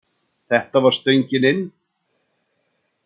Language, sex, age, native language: Icelandic, male, 60-69, Icelandic